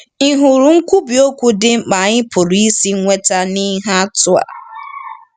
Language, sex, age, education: Igbo, female, 15-29, tertiary